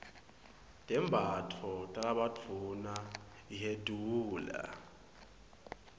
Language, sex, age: Swati, male, 22